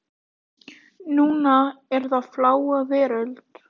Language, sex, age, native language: Icelandic, female, 18-19, Icelandic